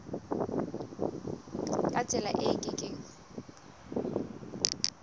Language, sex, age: Southern Sotho, female, 19